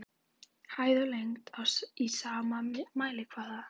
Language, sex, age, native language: Icelandic, female, 11, Icelandic